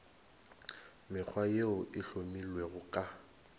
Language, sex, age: Northern Sotho, male, 22